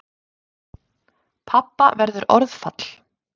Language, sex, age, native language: Icelandic, female, 30-39, Icelandic